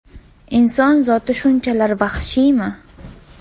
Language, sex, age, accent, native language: Uzbek, female, 18-24, Toshkent viloyati, Uzbek